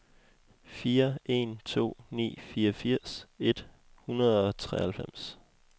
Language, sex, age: Danish, male, 21